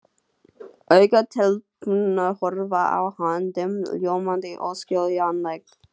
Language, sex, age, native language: Icelandic, female, 30-39, Dutch